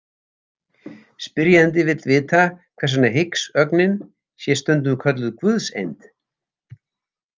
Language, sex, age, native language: Icelandic, male, 70-79, Icelandic